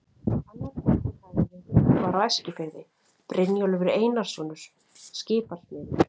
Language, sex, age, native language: Icelandic, female, 40-49, Icelandic